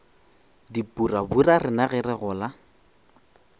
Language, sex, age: Northern Sotho, male, 21